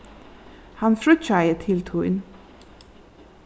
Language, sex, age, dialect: Faroese, female, 36-60, Suðurstreymoy